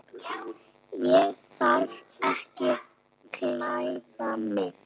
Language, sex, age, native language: Icelandic, female, 7, Icelandic